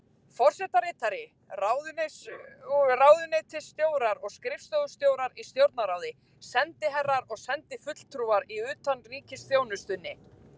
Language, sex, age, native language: Icelandic, female, 20-29, Icelandic